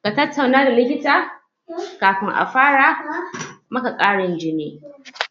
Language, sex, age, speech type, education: Hausa, female, 30-45, spontaneous, tertiary